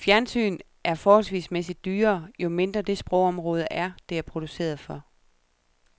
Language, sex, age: Danish, female, 37